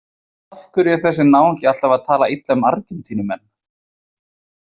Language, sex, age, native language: Icelandic, male, 20-29, Icelandic